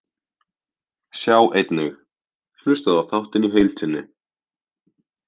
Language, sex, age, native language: Icelandic, male, 18-19, Icelandic